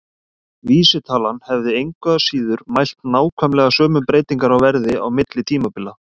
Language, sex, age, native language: Icelandic, male, 30-39, Icelandic